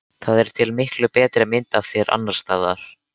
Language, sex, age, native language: Icelandic, male, 13, Icelandic